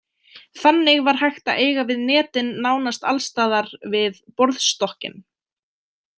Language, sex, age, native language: Icelandic, female, 20-29, Icelandic